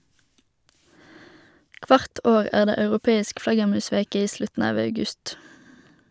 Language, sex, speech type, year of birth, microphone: Norwegian, female, read, 1991, Shure